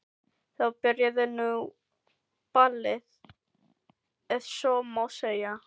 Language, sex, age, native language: Icelandic, female, 15, Filipino